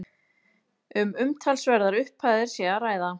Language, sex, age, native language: Icelandic, female, 30-39, Icelandic